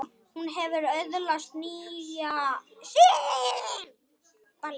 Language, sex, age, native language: Icelandic, male, 9, Icelandic